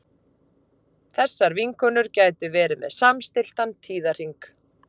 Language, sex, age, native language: Icelandic, female, 30-39, Icelandic